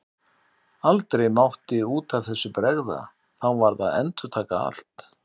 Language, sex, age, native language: Icelandic, male, 60-69, Icelandic